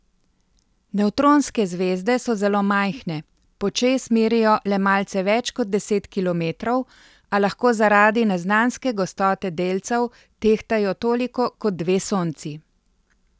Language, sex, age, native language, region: Slovenian, female, 50-59, Slovenian, Central Slovenia